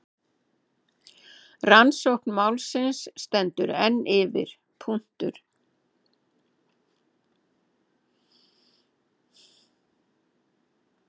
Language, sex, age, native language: Icelandic, female, 70-79, Icelandic